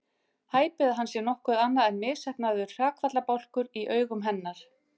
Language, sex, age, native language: Icelandic, female, 50-59, Icelandic